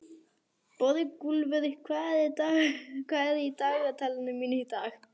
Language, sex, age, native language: Icelandic, female, 11, Icelandic